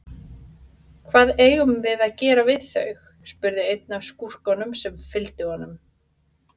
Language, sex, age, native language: Icelandic, female, 30-39, Icelandic